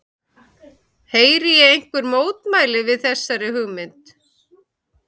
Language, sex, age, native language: Icelandic, male, 11, Icelandic